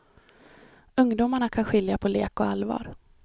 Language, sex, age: Swedish, female, 26